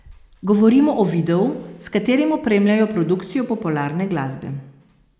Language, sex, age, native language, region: Slovenian, female, 50-59, Slovenian, Posavska region